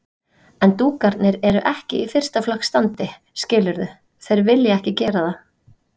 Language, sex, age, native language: Icelandic, female, 30-39, Icelandic